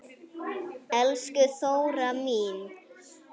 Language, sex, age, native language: Icelandic, female, 8, Icelandic